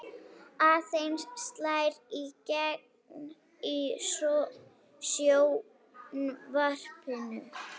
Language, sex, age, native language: Icelandic, female, 18-19, Icelandic